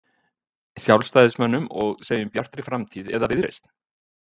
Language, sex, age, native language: Icelandic, male, 50-59, Icelandic